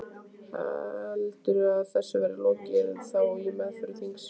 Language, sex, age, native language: Icelandic, female, 15, Icelandic